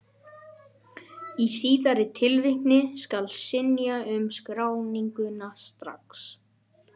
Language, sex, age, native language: Icelandic, male, 12, Icelandic